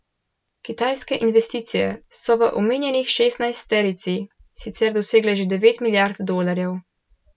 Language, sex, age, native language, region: Slovenian, male, 12-17, Slovenian, Central Slovenia